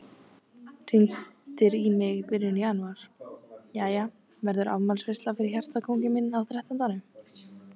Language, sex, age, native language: Icelandic, female, 18-19, Icelandic